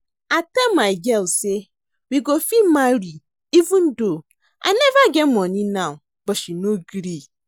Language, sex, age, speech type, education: Nigerian Pidgin, female, 30-45, read, secondary